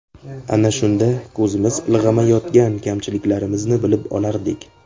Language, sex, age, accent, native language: Uzbek, male, 18-24, Qashqadaryo, Uzbek